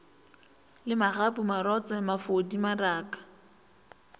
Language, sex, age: Northern Sotho, female, 21